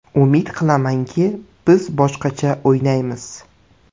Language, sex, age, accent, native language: Uzbek, male, 18-24, Samarqand, Uzbek